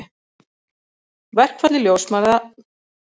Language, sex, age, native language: Icelandic, female, 30-39, Icelandic